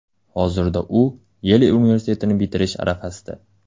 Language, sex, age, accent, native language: Uzbek, male, 18-24, Andijon, Uzbek